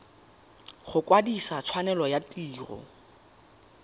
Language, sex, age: Tswana, male, 18